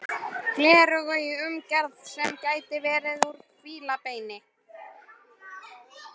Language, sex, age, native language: Icelandic, female, 12, Icelandic